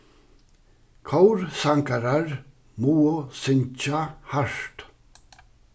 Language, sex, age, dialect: Faroese, male, 61+, Suðuroy